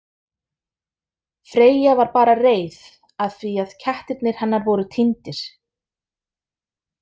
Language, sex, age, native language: Icelandic, female, 30-39, Icelandic